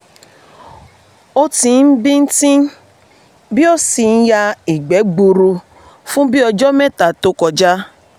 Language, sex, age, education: Yoruba, female, 30-45, tertiary